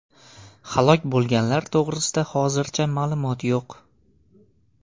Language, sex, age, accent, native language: Uzbek, male, 25-34, Farg'ona, Uzbek